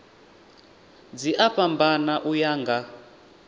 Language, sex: Venda, male